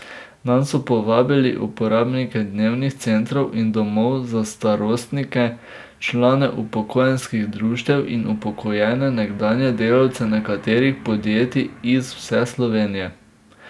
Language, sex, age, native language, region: Slovenian, male, 18-29, Slovenian, Drava region